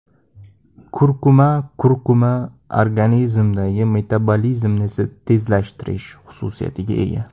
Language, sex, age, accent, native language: Uzbek, male, 18-24, Andijon, Uzbek